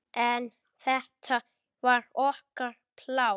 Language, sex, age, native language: Icelandic, female, 8, Icelandic